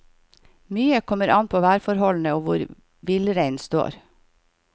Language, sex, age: Norwegian, female, 51